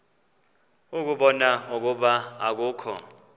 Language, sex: Xhosa, male